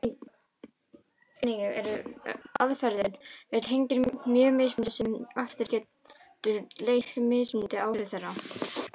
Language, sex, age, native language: Icelandic, female, 18-19, Icelandic